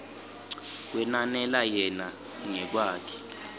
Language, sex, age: Swati, male, 20